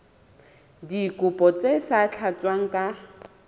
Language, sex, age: Southern Sotho, female, 27